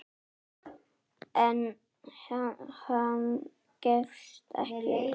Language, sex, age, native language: Icelandic, male, 9, Icelandic